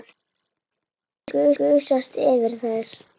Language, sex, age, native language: Icelandic, female, 8, Icelandic